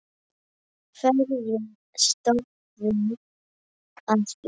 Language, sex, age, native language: Icelandic, male, 9, Icelandic